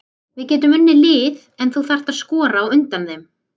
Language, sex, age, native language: Icelandic, female, 30-39, Icelandic